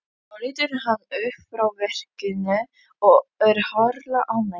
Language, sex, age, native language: Icelandic, female, 11, Icelandic